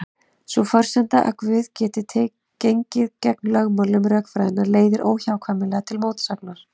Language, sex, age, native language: Icelandic, female, 30-39, Icelandic